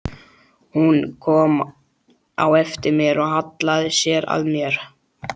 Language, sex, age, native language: Icelandic, male, 12, Icelandic